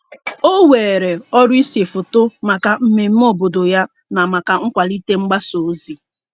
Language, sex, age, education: Igbo, female, 15-29, secondary